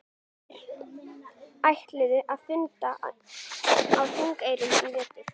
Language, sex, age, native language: Icelandic, female, 11, Icelandic